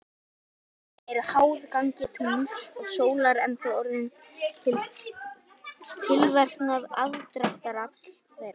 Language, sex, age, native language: Icelandic, male, 18-19, Icelandic